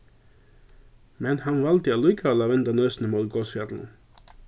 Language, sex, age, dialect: Faroese, male, 36-60, Suðurstreymoy